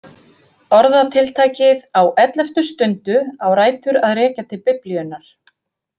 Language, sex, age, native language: Icelandic, female, 50-59, Icelandic